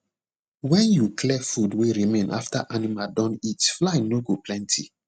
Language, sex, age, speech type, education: Nigerian Pidgin, male, 30-45, spontaneous, tertiary